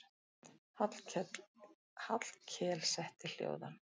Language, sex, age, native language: Icelandic, female, 60-69, Icelandic